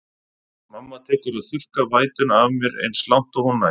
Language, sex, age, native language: Icelandic, male, 30-39, Icelandic